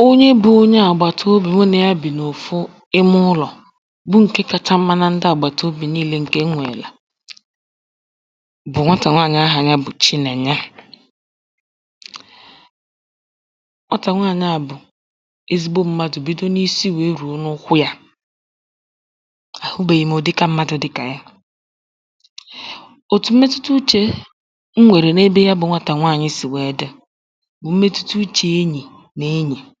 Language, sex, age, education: Igbo, female, 15-29, tertiary